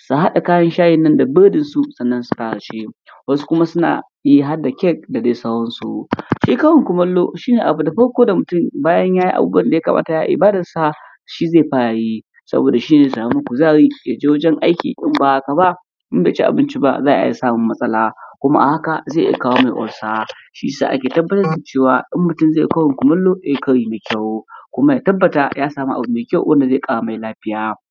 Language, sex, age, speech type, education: Hausa, male, 15-29, spontaneous, primary